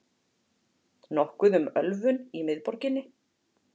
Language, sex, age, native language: Icelandic, female, 40-49, Icelandic